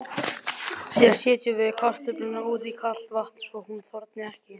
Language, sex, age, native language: Icelandic, male, 20-29, Icelandic